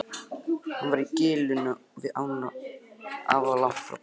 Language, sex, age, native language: Icelandic, male, 11, Icelandic